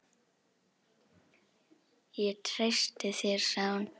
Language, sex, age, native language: Icelandic, female, 10, Icelandic